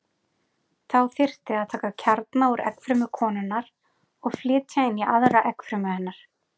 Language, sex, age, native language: Icelandic, female, 40-49, Icelandic